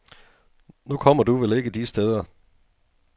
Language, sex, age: Danish, male, 42